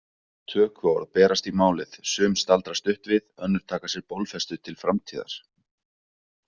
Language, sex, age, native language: Icelandic, male, 20-29, Icelandic